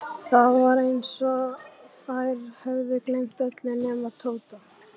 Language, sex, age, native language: Icelandic, female, 11, Icelandic